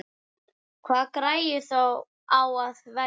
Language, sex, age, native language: Icelandic, male, 9, Icelandic